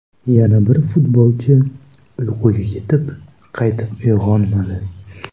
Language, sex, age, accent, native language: Uzbek, female, 18-24, Toshkent shahri, Uzbek